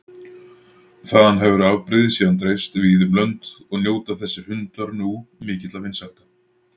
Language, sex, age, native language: Icelandic, male, 40-49, Icelandic